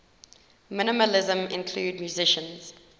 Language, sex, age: English, female, 19